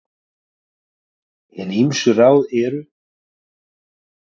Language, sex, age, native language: Icelandic, male, 40-49, Icelandic